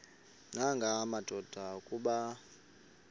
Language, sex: Xhosa, male